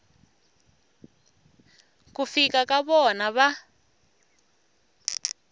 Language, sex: Tsonga, female